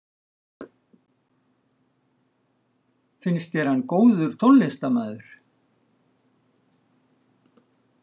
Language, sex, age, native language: Icelandic, male, 60-69, Icelandic